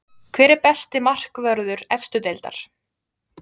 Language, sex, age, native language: Icelandic, female, 20-29, Icelandic